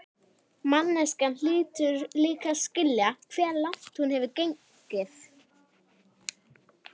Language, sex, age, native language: Icelandic, male, 11, Icelandic